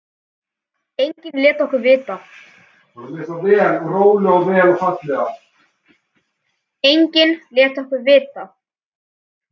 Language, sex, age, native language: Icelandic, male, 10, Icelandic